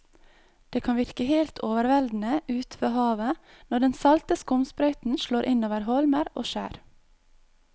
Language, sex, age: Norwegian, female, 22